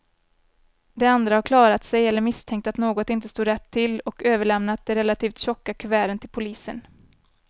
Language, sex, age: Swedish, female, 24